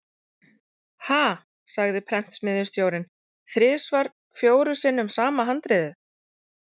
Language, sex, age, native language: Icelandic, female, 40-49, Icelandic